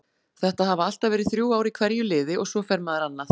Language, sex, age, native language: Icelandic, female, 40-49, Icelandic